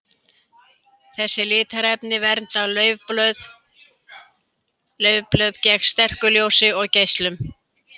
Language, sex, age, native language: Icelandic, female, 70-79, Icelandic